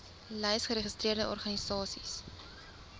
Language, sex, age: Afrikaans, female, 20